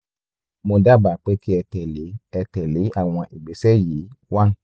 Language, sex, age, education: Yoruba, male, 15-29, tertiary